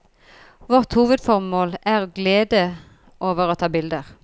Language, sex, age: Norwegian, female, 40